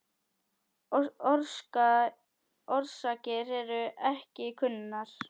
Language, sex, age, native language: Icelandic, female, 10, Icelandic